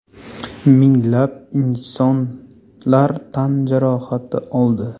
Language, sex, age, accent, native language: Uzbek, male, 30-39, Buxoro, Uzbek